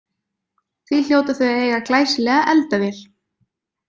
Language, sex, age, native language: Icelandic, female, 20-29, Icelandic